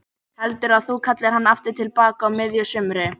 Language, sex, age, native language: Icelandic, female, 18-19, Icelandic